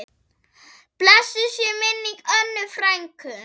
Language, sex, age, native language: Icelandic, female, 8, Icelandic